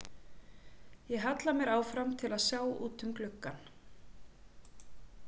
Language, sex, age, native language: Icelandic, female, 40-49, Icelandic